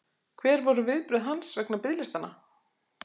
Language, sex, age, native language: Icelandic, female, 40-49, Icelandic